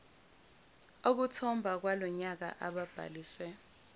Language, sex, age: Zulu, female, 17